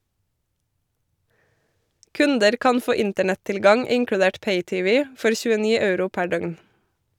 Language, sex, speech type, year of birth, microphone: Norwegian, female, read, 1988, Shure